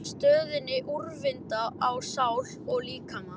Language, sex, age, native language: Icelandic, male, 11, Icelandic